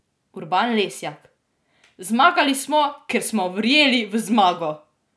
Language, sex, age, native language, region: Slovenian, female, 18-29, Slovenian, Drava region